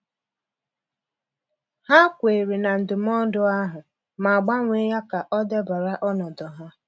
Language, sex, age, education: Igbo, female, 30-45, tertiary